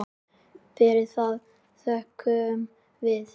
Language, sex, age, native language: Icelandic, male, 10, Icelandic